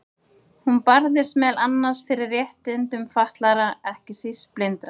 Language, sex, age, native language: Icelandic, female, 30-39, Icelandic